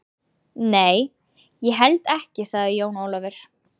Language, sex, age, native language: Icelandic, female, 20-29, Icelandic